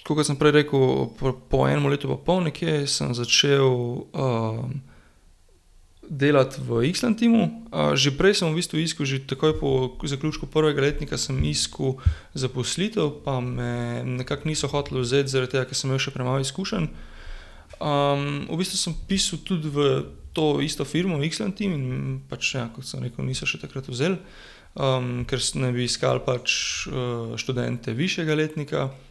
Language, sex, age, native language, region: Slovenian, male, 18-29, Slovenian, Gorenjska region